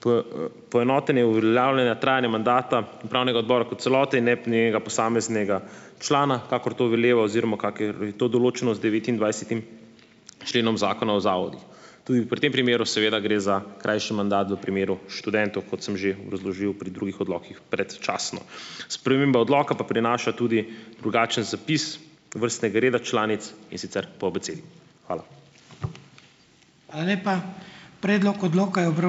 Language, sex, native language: Slovenian, male, Slovenian